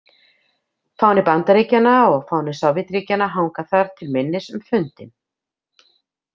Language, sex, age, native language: Icelandic, female, 50-59, Icelandic